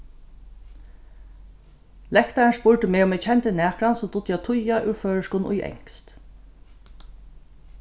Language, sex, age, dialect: Faroese, female, 36-60, Norðurstreymoy/Eysturoy